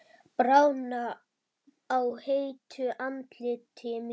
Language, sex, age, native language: Icelandic, female, 10, Icelandic